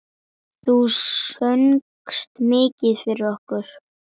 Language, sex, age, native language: Icelandic, female, 10, Icelandic